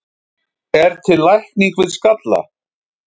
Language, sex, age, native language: Icelandic, male, 50-59, Icelandic